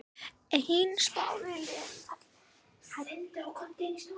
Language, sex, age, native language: Icelandic, female, 6, Icelandic